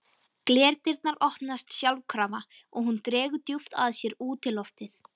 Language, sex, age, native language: Icelandic, female, 13, Icelandic